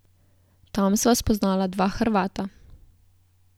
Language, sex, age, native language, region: Slovenian, female, 18-29, Slovenian, Southeast Slovenia